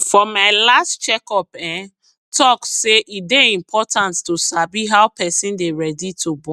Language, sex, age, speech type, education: Nigerian Pidgin, female, 30-45, spontaneous, tertiary